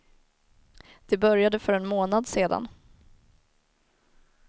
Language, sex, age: Swedish, female, 19